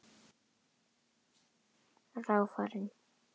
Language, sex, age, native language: Icelandic, female, 10, Icelandic